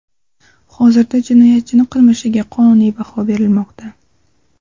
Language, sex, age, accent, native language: Uzbek, female, 19-29, Surxondaryo, Uzbek